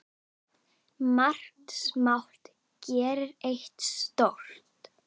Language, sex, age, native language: Icelandic, female, 9, Icelandic